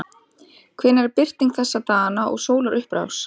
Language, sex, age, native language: Icelandic, female, 30-39, Icelandic